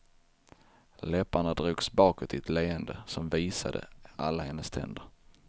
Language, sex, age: Swedish, male, 23